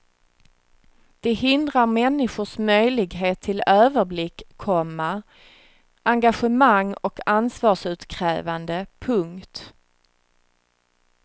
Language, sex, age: Swedish, female, 36